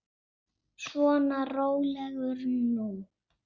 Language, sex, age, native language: Icelandic, female, 7, Icelandic